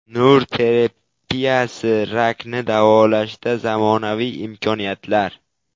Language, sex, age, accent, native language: Uzbek, male, 12-17, Qashqadaryo, Uzbek